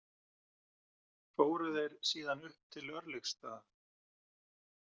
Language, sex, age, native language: Icelandic, male, 40-49, Icelandic